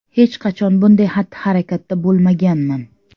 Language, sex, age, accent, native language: Uzbek, female, 35+, Samarqand, Uzbek